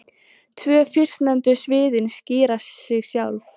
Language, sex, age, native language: Icelandic, female, 14, Icelandic